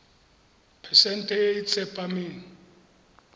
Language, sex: Tswana, male